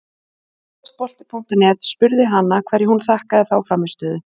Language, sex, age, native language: Icelandic, female, 20-29, Icelandic